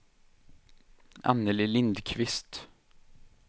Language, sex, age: Swedish, male, 23